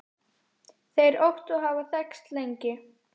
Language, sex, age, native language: Icelandic, female, 10, Icelandic